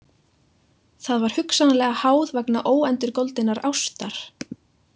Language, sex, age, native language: Icelandic, female, 20-29, Icelandic